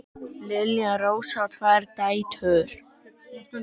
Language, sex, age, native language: Icelandic, male, 10, Icelandic